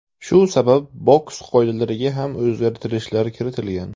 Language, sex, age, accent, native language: Uzbek, male, 18-24, Samarqand, Uzbek